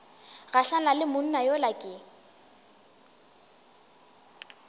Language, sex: Northern Sotho, female